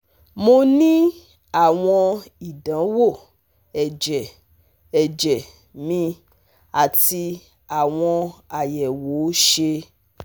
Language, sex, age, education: Yoruba, female, 30-45, tertiary